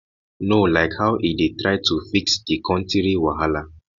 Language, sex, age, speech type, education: Nigerian Pidgin, male, 15-29, spontaneous, tertiary